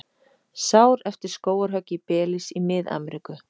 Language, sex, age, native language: Icelandic, female, 30-39, Icelandic